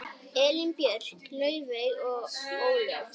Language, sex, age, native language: Icelandic, male, 9, Icelandic